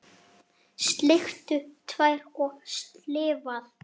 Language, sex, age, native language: Icelandic, male, 7, Icelandic